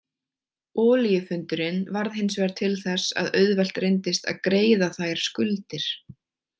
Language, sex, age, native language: Icelandic, female, 20-29, Icelandic